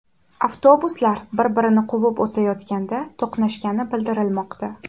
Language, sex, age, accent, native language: Uzbek, female, 18-24, Toshkent shahri, Uzbek